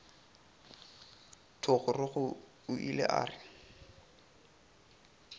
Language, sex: Northern Sotho, male